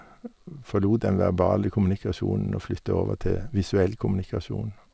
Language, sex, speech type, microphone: Norwegian, male, spontaneous, Sennheiser